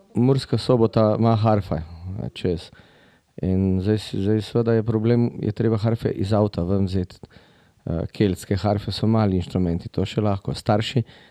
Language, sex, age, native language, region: Slovenian, male, 50-59, Slovenian, Drava region